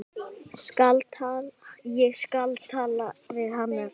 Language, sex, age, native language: Icelandic, female, 10, Icelandic